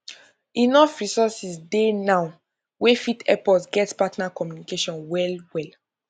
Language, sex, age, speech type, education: Nigerian Pidgin, female, 15-29, spontaneous, tertiary